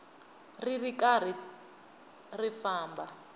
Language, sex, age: Tsonga, female, 20